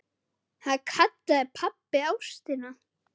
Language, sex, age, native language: Icelandic, male, 9, Icelandic